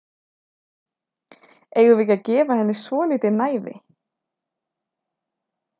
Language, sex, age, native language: Icelandic, female, 30-39, Icelandic